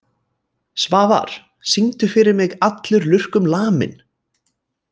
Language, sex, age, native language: Icelandic, male, 20-29, Icelandic